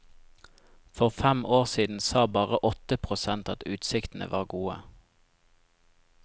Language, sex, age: Norwegian, male, 25